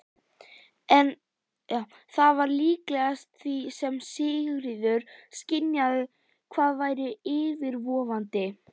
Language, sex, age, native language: Icelandic, female, 11, Icelandic